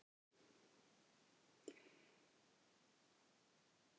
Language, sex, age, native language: Icelandic, female, 50-59, Icelandic